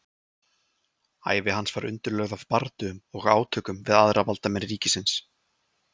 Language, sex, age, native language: Icelandic, male, 20-29, Icelandic